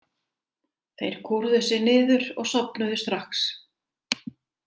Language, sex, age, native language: Icelandic, female, 60-69, Icelandic